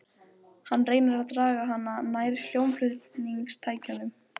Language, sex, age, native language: Icelandic, female, 12, Icelandic